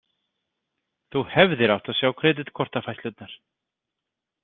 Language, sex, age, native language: Icelandic, male, 30-39, Icelandic